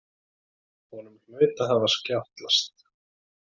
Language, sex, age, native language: Icelandic, male, 20-29, Icelandic